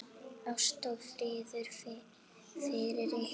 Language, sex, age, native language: Icelandic, female, 8, Icelandic